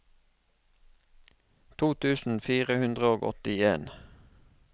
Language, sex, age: Norwegian, male, 36